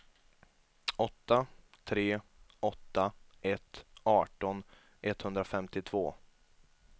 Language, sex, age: Swedish, male, 22